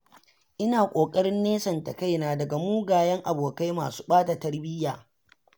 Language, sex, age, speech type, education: Hausa, male, 15-29, read, secondary